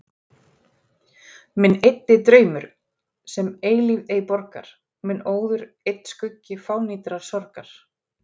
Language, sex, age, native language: Icelandic, female, 40-49, Icelandic